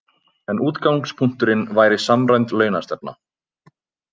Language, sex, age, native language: Icelandic, male, 20-29, Icelandic